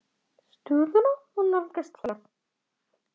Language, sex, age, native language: Icelandic, female, 10, Icelandic